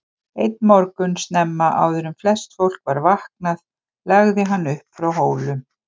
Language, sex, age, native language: Icelandic, female, 50-59, Icelandic